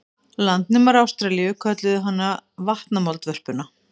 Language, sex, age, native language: Icelandic, female, 50-59, Icelandic